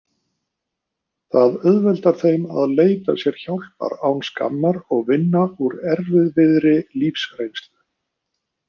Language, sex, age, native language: Icelandic, male, 50-59, Icelandic